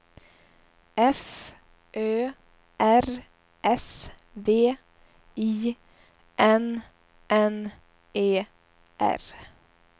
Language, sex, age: Swedish, female, 21